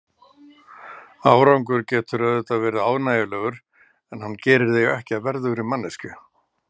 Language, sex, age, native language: Icelandic, male, 60-69, Icelandic